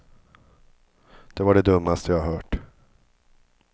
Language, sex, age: Swedish, male, 50